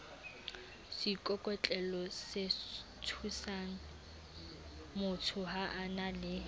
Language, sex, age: Southern Sotho, female, 18